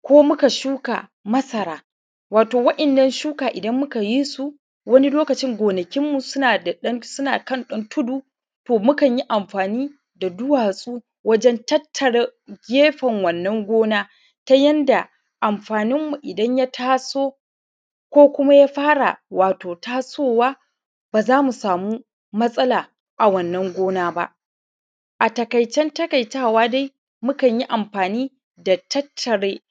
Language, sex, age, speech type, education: Hausa, male, 15-29, spontaneous, primary